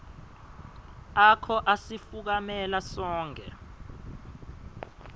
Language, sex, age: Swati, male, 22